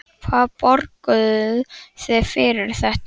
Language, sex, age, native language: Icelandic, male, 9, Icelandic